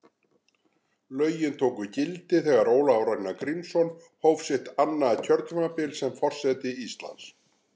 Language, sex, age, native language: Icelandic, male, 60-69, Icelandic